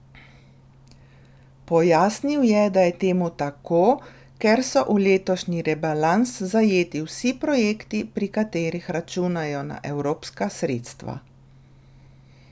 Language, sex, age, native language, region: Slovenian, female, 30-49, Slovenian, Drava region